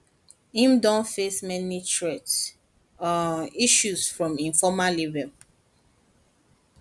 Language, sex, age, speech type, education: Nigerian Pidgin, female, 15-29, spontaneous, tertiary